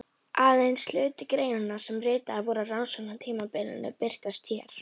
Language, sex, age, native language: Icelandic, female, 11, Icelandic